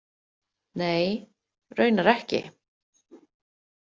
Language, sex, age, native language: Icelandic, female, 50-59, Icelandic